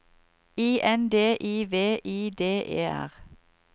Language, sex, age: Norwegian, female, 38